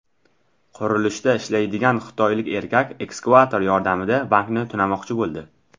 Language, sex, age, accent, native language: Uzbek, male, under 19, Buxoro, Tajik